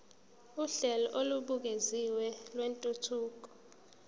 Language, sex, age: Zulu, female, 19